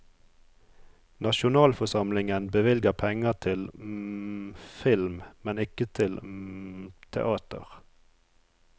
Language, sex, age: Norwegian, male, 34